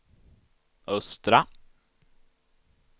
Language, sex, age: Swedish, male, 16